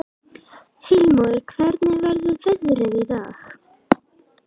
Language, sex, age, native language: Icelandic, female, 12, Icelandic